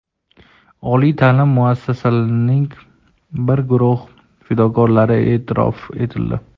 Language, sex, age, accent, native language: Uzbek, male, 19-29, Toshkent shahri, Uzbek